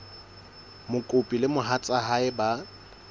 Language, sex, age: Southern Sotho, male, 22